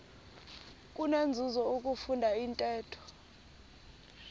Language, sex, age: Xhosa, female, 24